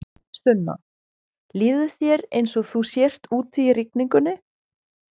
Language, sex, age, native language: Icelandic, female, 20-29, German